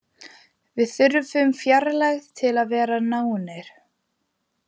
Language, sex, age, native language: Icelandic, female, 15, Icelandic